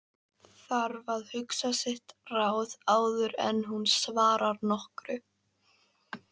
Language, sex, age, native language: Icelandic, female, 13, Icelandic